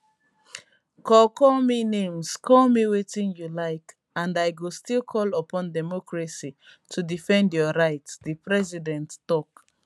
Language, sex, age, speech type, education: Nigerian Pidgin, female, 15-29, spontaneous, tertiary